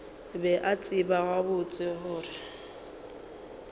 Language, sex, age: Northern Sotho, female, 29